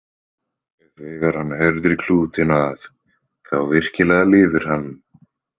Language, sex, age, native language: Icelandic, male, 20-29, Icelandic